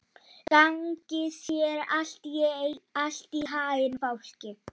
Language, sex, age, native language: Icelandic, male, 12, Polish